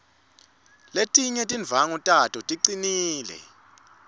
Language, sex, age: Swati, male, 25